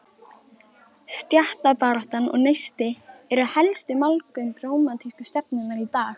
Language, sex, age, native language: Icelandic, female, 12, Icelandic